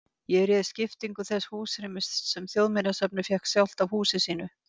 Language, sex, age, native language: Icelandic, female, 50-59, Icelandic